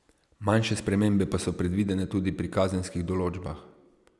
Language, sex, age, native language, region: Slovenian, male, 30-49, Slovenian, Savinja region